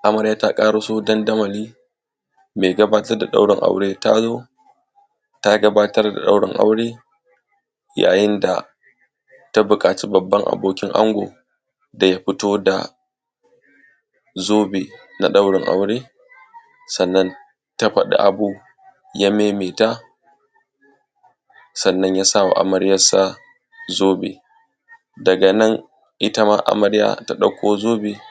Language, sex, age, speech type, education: Hausa, male, 15-29, spontaneous, tertiary